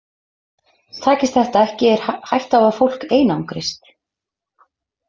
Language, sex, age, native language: Icelandic, female, 30-39, Icelandic